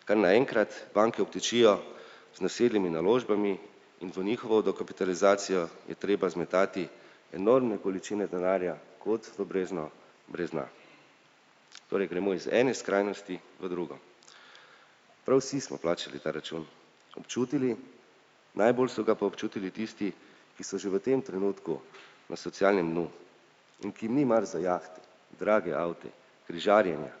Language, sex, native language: Slovenian, male, Slovenian